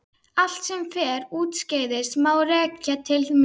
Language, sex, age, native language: Icelandic, female, 12, Icelandic